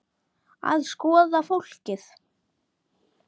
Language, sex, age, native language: Icelandic, male, 10, Icelandic